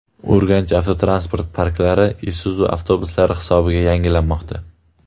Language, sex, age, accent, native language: Uzbek, male, 18-24, Jizzax, Uzbek